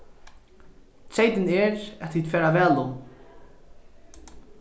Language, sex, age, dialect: Faroese, male, 15-35, Norðurstreymoy/Eysturoy